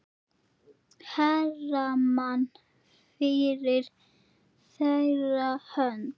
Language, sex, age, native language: Icelandic, female, 8, Icelandic